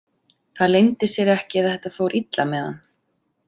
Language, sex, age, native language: Icelandic, female, 30-39, Icelandic